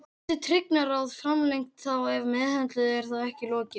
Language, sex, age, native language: Icelandic, female, 18-19, Icelandic